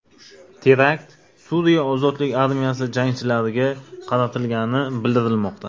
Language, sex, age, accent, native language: Uzbek, male, 25-34, Navoiy, Uzbek